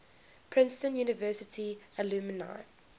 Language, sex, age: English, female, 21